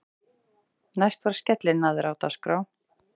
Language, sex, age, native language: Icelandic, female, 40-49, Icelandic